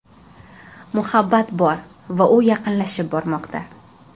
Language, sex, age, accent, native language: Uzbek, female, 12-17, Toshkent shahri, Uzbek